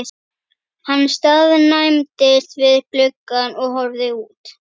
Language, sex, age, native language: Icelandic, female, 11, Icelandic